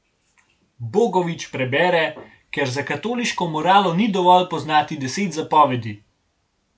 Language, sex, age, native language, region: Slovenian, male, 18-29, Slovenian, Gorenjska region